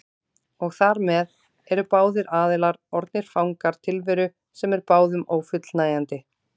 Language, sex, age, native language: Icelandic, female, 30-39, Icelandic